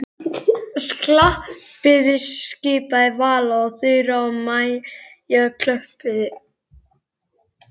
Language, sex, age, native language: Icelandic, male, 11, Icelandic